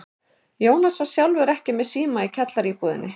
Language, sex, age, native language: Icelandic, male, 11, Icelandic